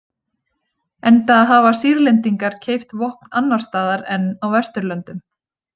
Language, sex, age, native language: Icelandic, female, 20-29, Icelandic